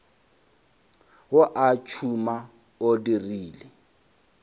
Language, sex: Northern Sotho, male